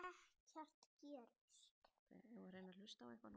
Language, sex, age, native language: Icelandic, male, 6, Icelandic